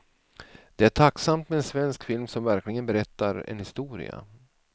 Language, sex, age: Swedish, male, 47